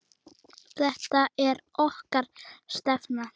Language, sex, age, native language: Icelandic, female, 9, Icelandic